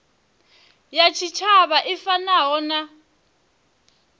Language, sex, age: Venda, female, 23